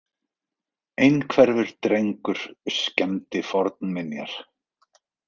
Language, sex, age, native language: Icelandic, male, 40-49, Icelandic